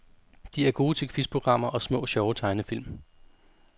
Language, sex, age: Danish, male, 32